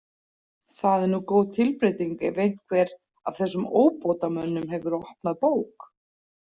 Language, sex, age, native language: Icelandic, female, 40-49, Icelandic